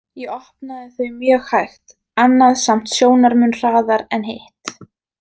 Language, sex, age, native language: Icelandic, female, 20-29, Icelandic